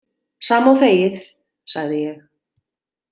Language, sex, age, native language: Icelandic, female, 40-49, Icelandic